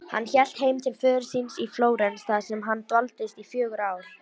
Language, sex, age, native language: Icelandic, female, 18-19, Icelandic